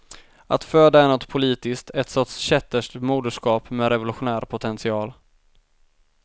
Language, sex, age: Swedish, male, 19